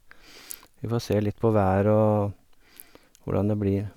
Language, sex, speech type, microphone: Norwegian, male, spontaneous, Sennheiser